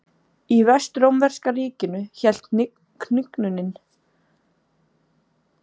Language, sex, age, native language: Icelandic, female, 20-29, Icelandic